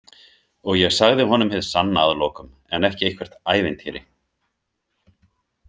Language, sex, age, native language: Icelandic, male, 50-59, Icelandic